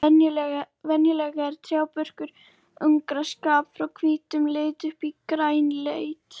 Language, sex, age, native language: Icelandic, female, 30-39, Icelandic